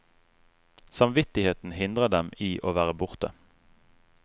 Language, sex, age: Norwegian, male, 35